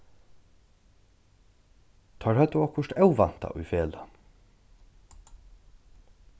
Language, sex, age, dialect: Faroese, male, 36-60, Norðurstreymoy/Eysturoy